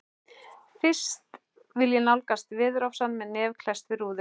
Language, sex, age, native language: Icelandic, male, 11, Icelandic